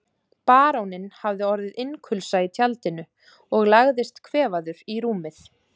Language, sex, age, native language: Icelandic, female, 30-39, Icelandic